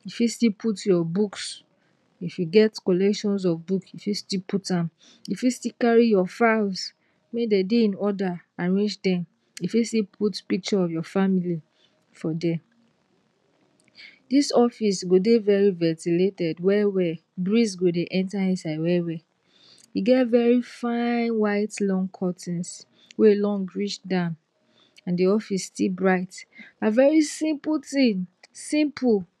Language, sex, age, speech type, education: Nigerian Pidgin, female, 60+, spontaneous, tertiary